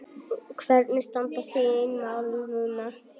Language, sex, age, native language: Icelandic, female, 9, Icelandic